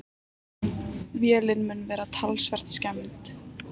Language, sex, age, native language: Icelandic, female, 18-19, Icelandic